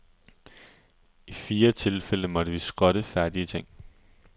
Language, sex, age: Danish, male, 20